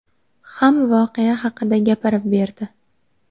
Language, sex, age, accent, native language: Uzbek, female, 18-24, Sirdaryo, Uzbek